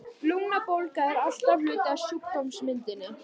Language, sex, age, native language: Icelandic, female, 18-19, Icelandic